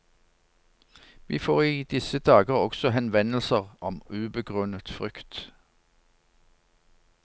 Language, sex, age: Norwegian, male, 59